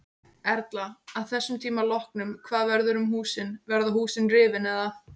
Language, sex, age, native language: Icelandic, female, 18-19, Icelandic